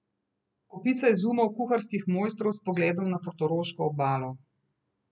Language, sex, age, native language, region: Slovenian, female, 30-49, Slovenian, Central Slovenia